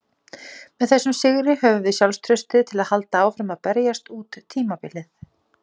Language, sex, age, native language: Icelandic, female, 40-49, Icelandic